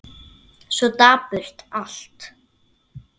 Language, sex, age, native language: Icelandic, female, 9, Icelandic